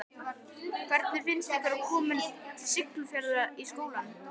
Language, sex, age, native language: Icelandic, male, 12, Icelandic